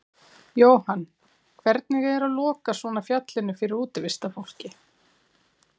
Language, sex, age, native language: Icelandic, female, 40-49, Icelandic